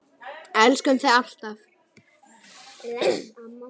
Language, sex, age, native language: Icelandic, female, 9, Icelandic